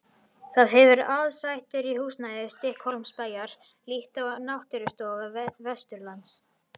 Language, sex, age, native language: Icelandic, female, 50-59, Icelandic